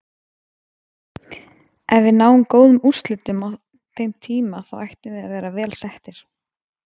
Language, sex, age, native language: Icelandic, female, 20-29, Icelandic